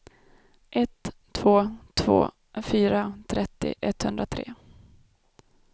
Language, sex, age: Swedish, female, 32